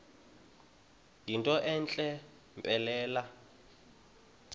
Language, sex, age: Xhosa, male, 31